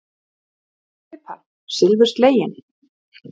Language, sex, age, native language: Icelandic, female, 40-49, Icelandic